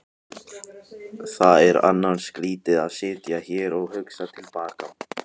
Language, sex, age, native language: Icelandic, male, 18-19, Icelandic